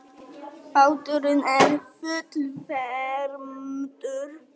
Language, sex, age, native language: Icelandic, female, 18-19, Icelandic